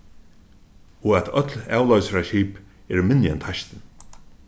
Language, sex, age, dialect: Faroese, male, 36-60, Suðurstreymoy